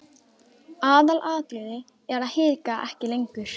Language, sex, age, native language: Icelandic, female, 12, Icelandic